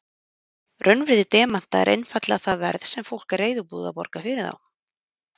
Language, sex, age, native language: Icelandic, female, 30-39, Icelandic